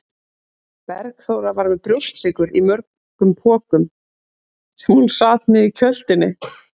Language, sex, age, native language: Icelandic, female, 30-39, Icelandic